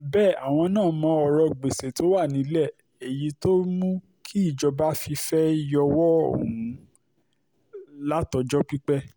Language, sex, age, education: Yoruba, male, 30-45, tertiary